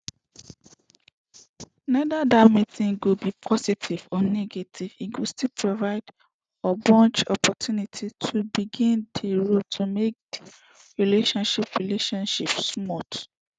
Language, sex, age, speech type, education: Nigerian Pidgin, female, 15-29, spontaneous, secondary